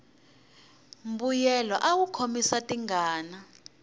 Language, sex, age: Tsonga, female, 21